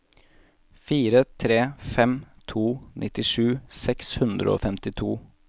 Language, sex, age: Norwegian, male, 18